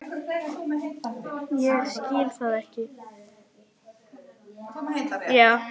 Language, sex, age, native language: Icelandic, male, 10, Icelandic